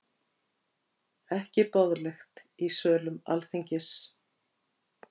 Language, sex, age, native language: Icelandic, female, 50-59, Icelandic